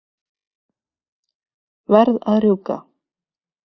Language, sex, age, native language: Icelandic, female, 50-59, Icelandic